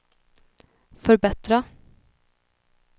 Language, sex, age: Swedish, female, 21